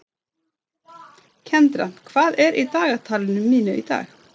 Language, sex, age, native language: Icelandic, female, 30-39, Swedish